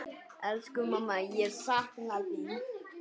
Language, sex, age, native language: Icelandic, male, 8, Icelandic